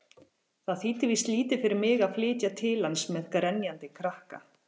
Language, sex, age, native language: Icelandic, female, 40-49, Icelandic